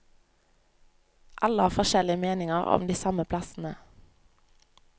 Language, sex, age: Norwegian, female, 25